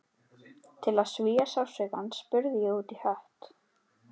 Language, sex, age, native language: Icelandic, female, 12, Icelandic